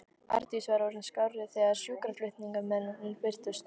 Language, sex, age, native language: Icelandic, female, 13, Icelandic